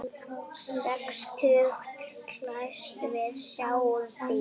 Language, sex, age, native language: Icelandic, female, 8, Icelandic